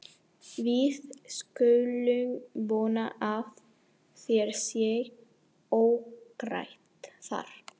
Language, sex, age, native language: Icelandic, female, 40-49, Spanish